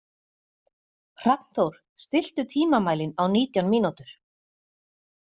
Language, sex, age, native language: Icelandic, female, 40-49, Icelandic